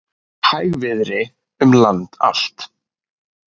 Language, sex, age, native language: Icelandic, male, 20-29, Icelandic